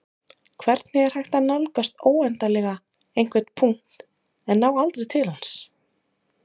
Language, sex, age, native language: Icelandic, female, 30-39, Icelandic